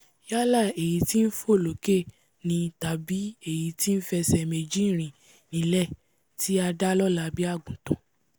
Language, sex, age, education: Yoruba, female, 15-29, tertiary